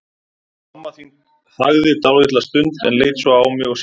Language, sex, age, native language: Icelandic, male, 30-39, Icelandic